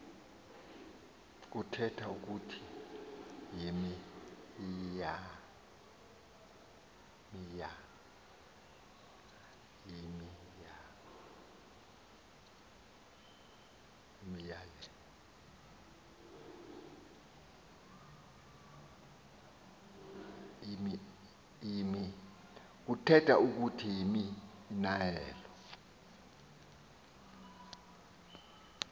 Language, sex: Xhosa, male